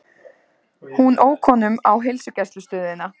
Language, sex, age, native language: Icelandic, female, 20-29, Icelandic